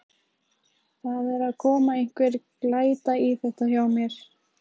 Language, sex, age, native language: Icelandic, female, 15, Icelandic